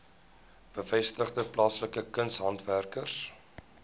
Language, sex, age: Afrikaans, male, 19